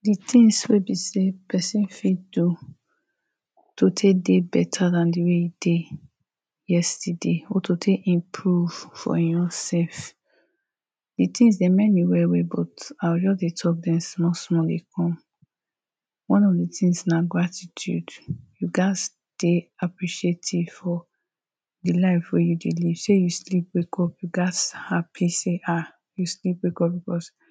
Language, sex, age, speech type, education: Nigerian Pidgin, female, 30-45, spontaneous, tertiary